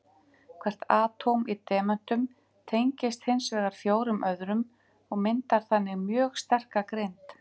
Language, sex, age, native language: Icelandic, female, 50-59, Icelandic